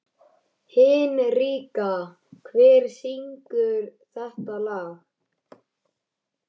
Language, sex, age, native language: Icelandic, male, 13, Icelandic